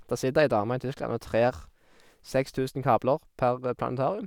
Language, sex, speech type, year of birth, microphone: Norwegian, male, spontaneous, 1991, Sennheiser